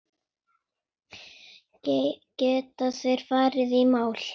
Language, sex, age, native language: Icelandic, female, 9, Icelandic